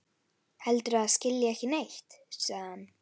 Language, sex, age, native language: Icelandic, female, 11, Icelandic